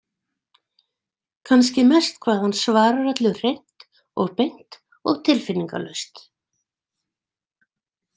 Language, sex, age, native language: Icelandic, female, 60-69, Icelandic